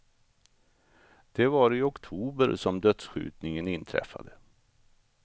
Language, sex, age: Swedish, male, 64